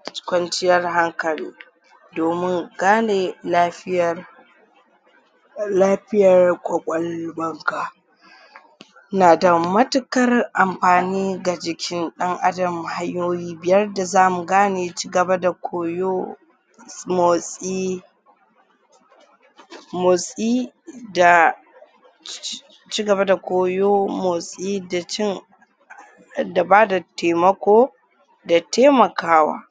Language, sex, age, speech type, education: Hausa, female, 46-60, spontaneous, tertiary